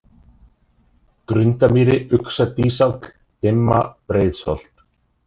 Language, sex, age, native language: Icelandic, male, 30-39, Icelandic